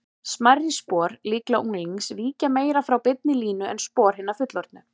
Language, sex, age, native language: Icelandic, female, 40-49, Icelandic